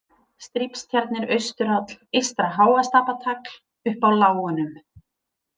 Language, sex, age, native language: Icelandic, female, 30-39, Icelandic